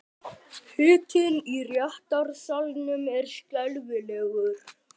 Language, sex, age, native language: Icelandic, male, 18-19, Icelandic